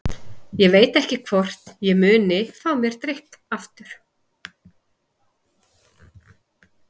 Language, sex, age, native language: Icelandic, female, 30-39, Icelandic